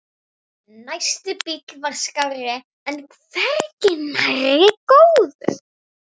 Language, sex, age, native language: Icelandic, female, 11, Icelandic